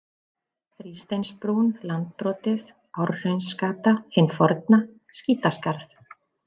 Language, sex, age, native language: Icelandic, female, 40-49, Icelandic